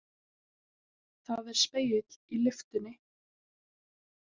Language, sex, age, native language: Icelandic, female, 18-19, Icelandic